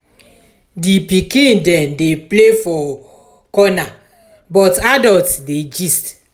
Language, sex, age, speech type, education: Nigerian Pidgin, female, 46-60, spontaneous, tertiary